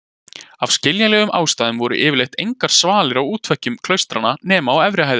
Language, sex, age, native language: Icelandic, male, 20-29, Icelandic